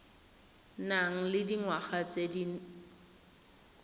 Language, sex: Tswana, female